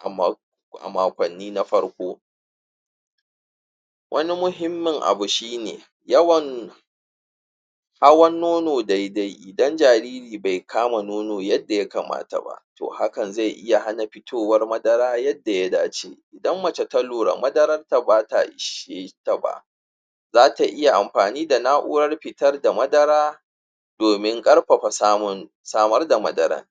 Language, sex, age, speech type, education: Hausa, male, 30-45, spontaneous, tertiary